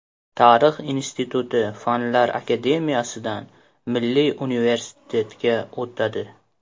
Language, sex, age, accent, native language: Uzbek, male, 18-24, Qashqadaryo, Uzbek